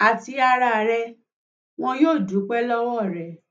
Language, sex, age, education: Yoruba, female, 30-45, tertiary